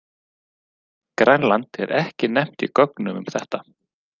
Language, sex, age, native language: Icelandic, male, 40-49, Icelandic